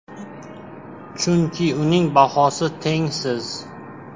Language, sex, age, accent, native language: Uzbek, male, 18-24, Xorazm, Uzbek